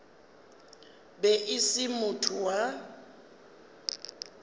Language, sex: Northern Sotho, female